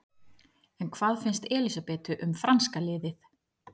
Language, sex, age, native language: Icelandic, female, 30-39, Icelandic